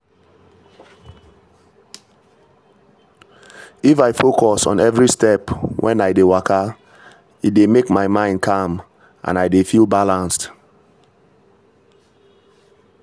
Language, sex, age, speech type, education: Nigerian Pidgin, male, 30-45, spontaneous, tertiary